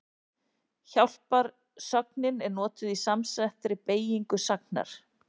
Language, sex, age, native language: Icelandic, female, 40-49, Icelandic